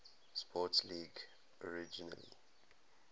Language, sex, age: English, male, 19